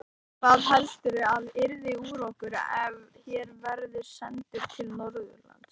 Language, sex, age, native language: Icelandic, male, 18-19, Icelandic